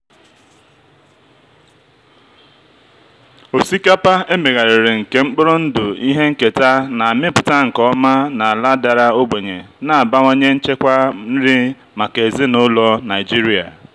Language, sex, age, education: Igbo, male, 30-45, tertiary